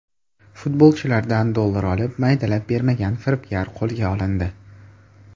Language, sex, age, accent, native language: Uzbek, male, under 19, Toshkent shahri, Uzbek